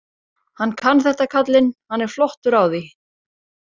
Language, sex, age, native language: Icelandic, female, 30-39, Icelandic